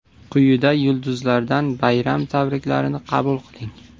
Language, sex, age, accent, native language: Uzbek, male, 25-34, Toshkent viloyati, Uzbek